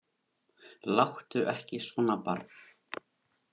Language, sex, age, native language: Icelandic, male, 18-19, Icelandic